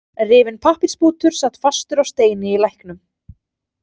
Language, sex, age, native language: Icelandic, female, 30-39, Icelandic